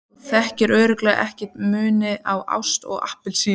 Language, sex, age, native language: Icelandic, female, 14, Icelandic